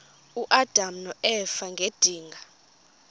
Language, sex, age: Xhosa, female, 24